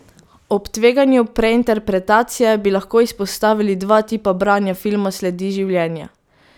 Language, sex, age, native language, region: Slovenian, female, 18-29, Slovenian, Pomurje region